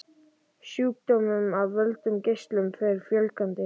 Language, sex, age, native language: Icelandic, male, 11, Icelandic